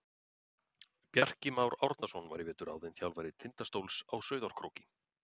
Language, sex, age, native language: Icelandic, male, 40-49, Icelandic